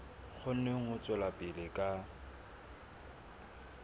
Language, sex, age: Southern Sotho, male, 24